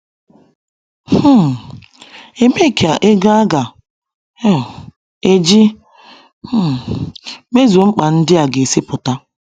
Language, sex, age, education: Igbo, female, 30-45, secondary